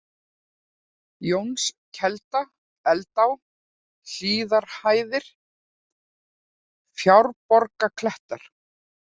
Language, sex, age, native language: Icelandic, female, 40-49, Icelandic